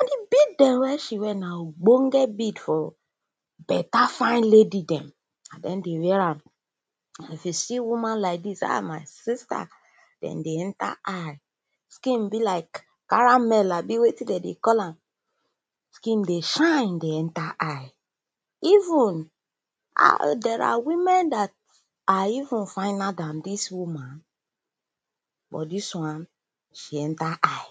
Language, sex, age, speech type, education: Nigerian Pidgin, female, 15-29, spontaneous, tertiary